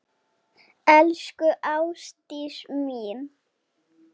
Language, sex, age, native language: Icelandic, female, 8, Icelandic